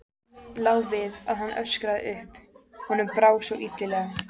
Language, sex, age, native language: Icelandic, female, 14, Icelandic